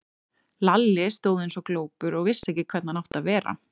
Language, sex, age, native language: Icelandic, female, 30-39, Icelandic